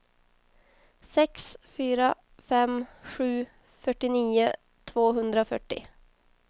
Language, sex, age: Swedish, female, 22